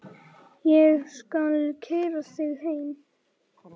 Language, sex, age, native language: Icelandic, male, 10, Icelandic